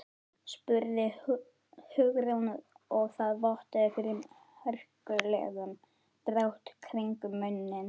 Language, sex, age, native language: Icelandic, female, 11, Icelandic